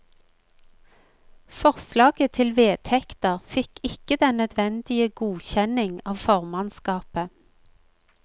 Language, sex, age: Norwegian, female, 45